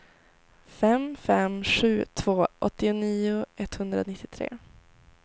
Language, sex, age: Swedish, female, 18